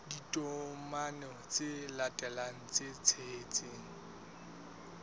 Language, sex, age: Southern Sotho, male, 19